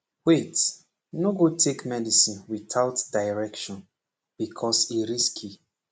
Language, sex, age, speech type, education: Nigerian Pidgin, male, 15-29, spontaneous, secondary